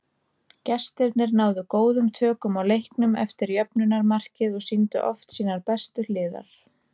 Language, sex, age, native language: Icelandic, female, 30-39, Icelandic